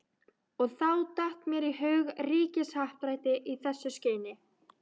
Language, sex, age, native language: Icelandic, female, 13, Icelandic